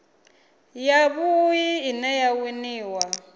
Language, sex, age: Venda, female, 24